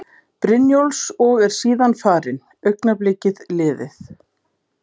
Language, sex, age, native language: Icelandic, female, 50-59, Icelandic